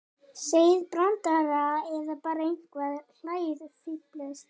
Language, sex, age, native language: Icelandic, male, 12, Icelandic